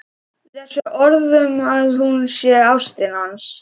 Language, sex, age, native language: Icelandic, male, 11, Icelandic